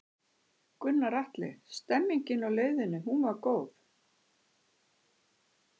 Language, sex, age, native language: Icelandic, female, 60-69, Icelandic